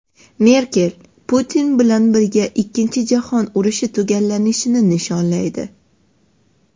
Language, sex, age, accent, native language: Uzbek, female, 12-17, Toshkent shahri, Uzbek